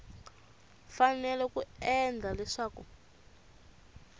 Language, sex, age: Tsonga, female, 24